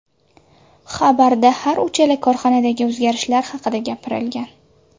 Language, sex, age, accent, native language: Uzbek, female, 25-34, Surxondaryo, Uzbek